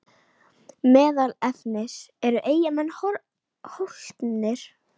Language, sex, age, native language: Icelandic, female, 10, Icelandic